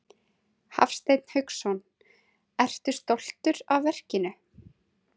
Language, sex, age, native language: Icelandic, female, 30-39, Icelandic